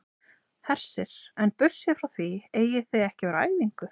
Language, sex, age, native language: Icelandic, female, 20-29, Icelandic